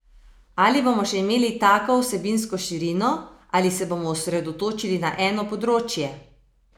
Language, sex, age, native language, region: Slovenian, female, 30-49, Slovenian, Savinja region